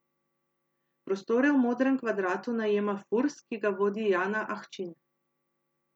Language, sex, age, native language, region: Slovenian, female, 30-49, Slovenian, Central Slovenia